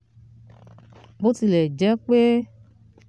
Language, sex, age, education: Yoruba, female, 30-45, tertiary